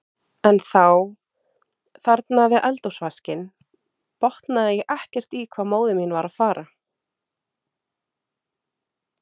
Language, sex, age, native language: Icelandic, female, 30-39, Icelandic